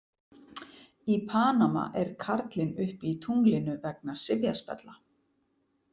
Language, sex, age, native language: Icelandic, female, 40-49, Icelandic